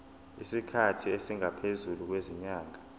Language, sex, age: Zulu, male, 20